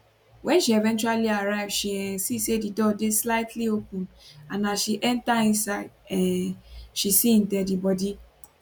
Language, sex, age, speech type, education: Nigerian Pidgin, female, 15-29, spontaneous, tertiary